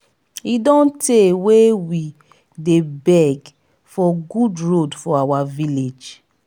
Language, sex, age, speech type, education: Nigerian Pidgin, female, 30-45, spontaneous, tertiary